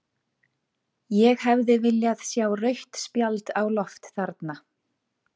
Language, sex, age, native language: Icelandic, female, 40-49, Icelandic